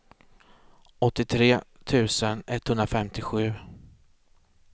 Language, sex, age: Swedish, male, 36